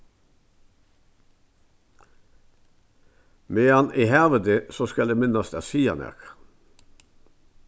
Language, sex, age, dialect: Faroese, male, 61+, Vágar